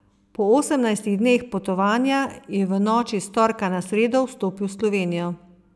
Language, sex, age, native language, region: Slovenian, female, 50-59, Slovenian, Savinja region